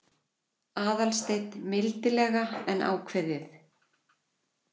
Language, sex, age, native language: Icelandic, female, 40-49, Icelandic